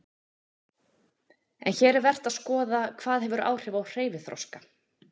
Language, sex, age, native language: Icelandic, female, 40-49, Icelandic